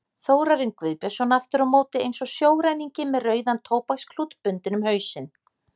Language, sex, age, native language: Icelandic, female, 30-39, Icelandic